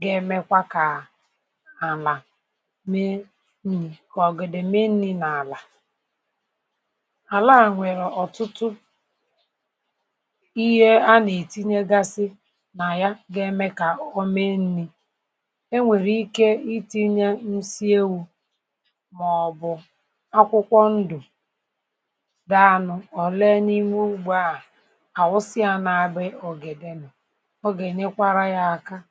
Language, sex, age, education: Igbo, female, 30-45, tertiary